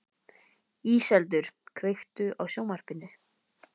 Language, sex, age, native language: Icelandic, male, 12, Icelandic